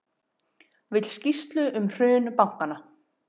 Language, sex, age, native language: Icelandic, female, 30-39, Icelandic